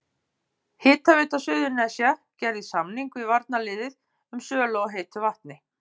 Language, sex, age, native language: Icelandic, female, 50-59, Icelandic